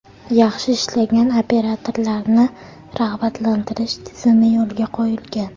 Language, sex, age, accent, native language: Uzbek, female, 12-17, Farg'ona, Uzbek